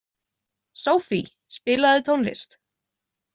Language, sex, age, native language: Icelandic, female, 20-29, Icelandic